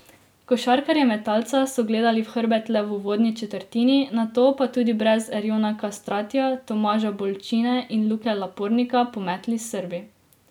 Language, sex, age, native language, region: Slovenian, female, 18-29, Slovenian, Drava region